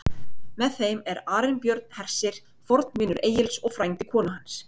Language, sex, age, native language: Icelandic, female, 30-39, Icelandic